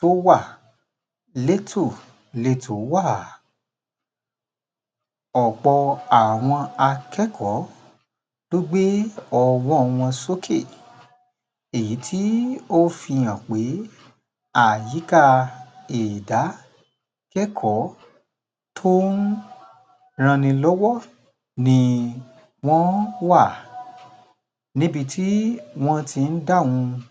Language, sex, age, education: Yoruba, male, 30-45, tertiary